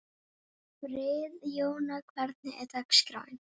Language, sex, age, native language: Icelandic, female, 11, Icelandic